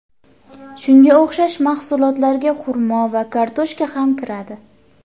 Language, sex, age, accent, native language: Uzbek, female, 19-29, Andijon, Uzbek